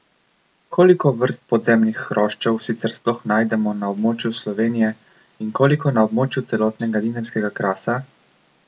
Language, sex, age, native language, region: Slovenian, male, 18-29, Slovenian, Coastal Karst region